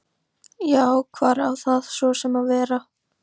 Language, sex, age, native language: Icelandic, female, 13, Icelandic